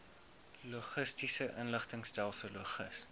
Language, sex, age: Afrikaans, male, 19